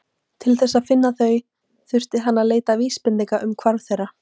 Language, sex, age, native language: Icelandic, female, 18-19, Icelandic